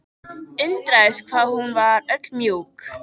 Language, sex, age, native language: Icelandic, female, 13, Icelandic